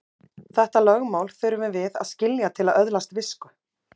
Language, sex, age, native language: Icelandic, female, 30-39, Icelandic